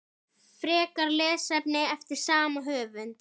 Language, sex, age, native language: Icelandic, female, 10, Icelandic